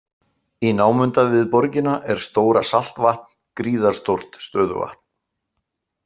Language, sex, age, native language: Icelandic, male, 60-69, Icelandic